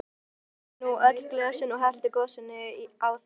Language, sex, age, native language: Icelandic, female, 12, Icelandic